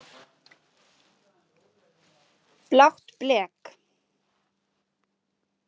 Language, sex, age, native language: Icelandic, female, 40-49, Icelandic